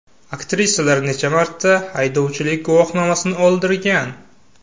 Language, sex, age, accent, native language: Uzbek, male, 18-24, Samarqand, Uzbek